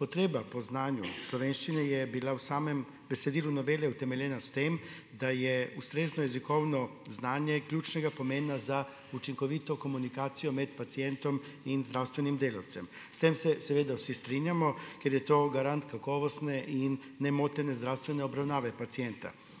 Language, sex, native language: Slovenian, male, Slovenian